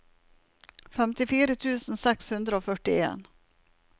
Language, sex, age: Norwegian, female, 47